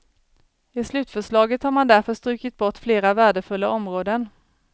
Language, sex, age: Swedish, female, 40